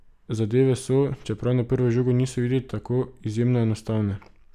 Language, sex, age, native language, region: Slovenian, male, 18-29, Slovenian, Drava region